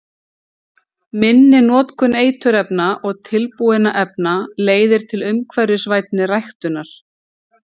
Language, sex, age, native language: Icelandic, female, 40-49, Icelandic